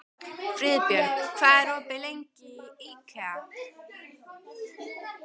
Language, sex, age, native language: Icelandic, female, 12, Icelandic